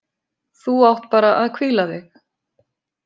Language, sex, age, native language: Icelandic, female, 50-59, Icelandic